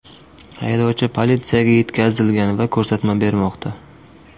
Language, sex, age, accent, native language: Uzbek, male, 25-34, Qashqadaryo, Uzbek